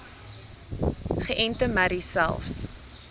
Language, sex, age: Afrikaans, female, 19